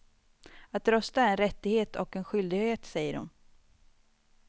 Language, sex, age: Swedish, female, 25